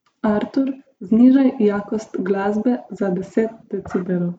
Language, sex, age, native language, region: Slovenian, female, 18-29, Slovenian, Gorica region